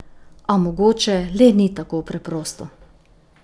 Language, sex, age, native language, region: Slovenian, female, 50-59, Slovenian, Drava region